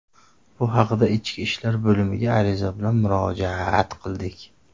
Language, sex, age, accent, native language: Uzbek, male, 30-39, Farg'ona, Uzbek